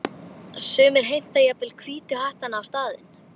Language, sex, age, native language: Icelandic, female, 12, Icelandic